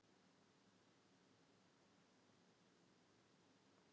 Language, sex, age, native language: Icelandic, male, 30-39, Icelandic